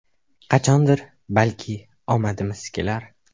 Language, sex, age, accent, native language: Uzbek, male, 18-24, Farg'ona, Uzbek